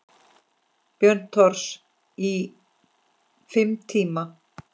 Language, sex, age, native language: Icelandic, female, 10, Icelandic